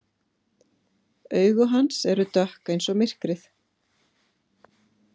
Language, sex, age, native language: Icelandic, female, 50-59, Icelandic